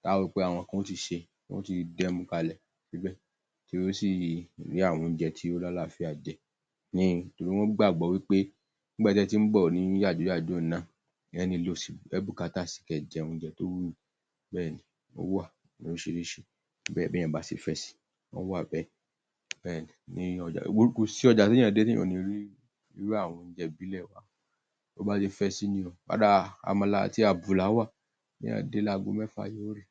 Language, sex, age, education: Yoruba, male, 30-45, tertiary